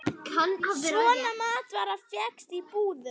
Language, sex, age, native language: Icelandic, female, 9, Icelandic